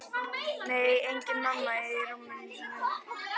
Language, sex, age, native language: Icelandic, female, 11, Icelandic